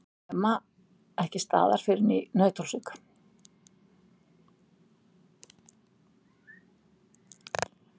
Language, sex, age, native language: Icelandic, female, 60-69, Icelandic